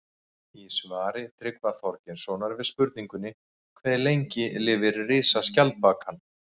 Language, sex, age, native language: Icelandic, male, 40-49, Icelandic